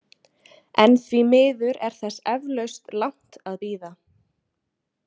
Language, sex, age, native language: Icelandic, female, 20-29, Icelandic